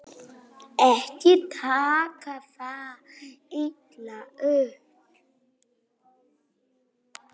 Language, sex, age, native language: Icelandic, male, 9, Polish